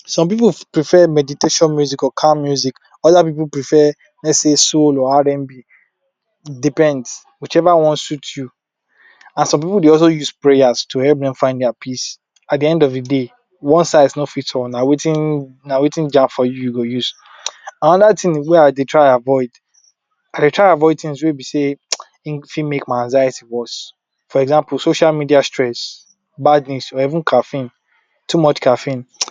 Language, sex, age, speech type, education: Nigerian Pidgin, male, 46-60, spontaneous, tertiary